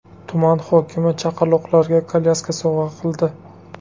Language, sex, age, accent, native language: Uzbek, male, 18-24, Buxoro, Uzbek